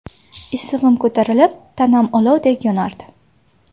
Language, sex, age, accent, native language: Uzbek, female, 19-29, Samarqand, Uzbek